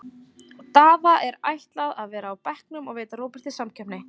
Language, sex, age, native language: Icelandic, female, 20-29, Icelandic